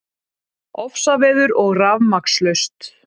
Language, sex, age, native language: Icelandic, female, 30-39, Icelandic